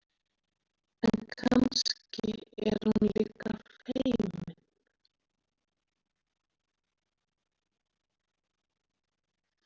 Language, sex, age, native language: Icelandic, female, 40-49, Icelandic